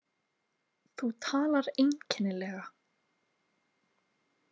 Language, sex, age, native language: Icelandic, female, 18-19, Icelandic